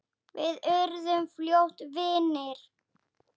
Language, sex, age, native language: Icelandic, female, 8, Icelandic